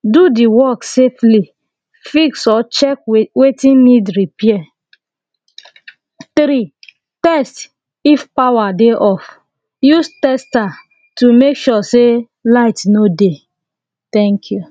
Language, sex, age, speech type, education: Nigerian Pidgin, female, 30-45, spontaneous, tertiary